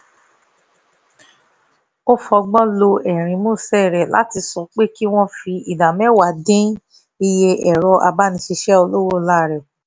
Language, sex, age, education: Yoruba, female, 15-29, tertiary